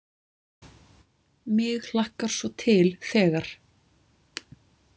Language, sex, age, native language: Icelandic, female, 20-29, Icelandic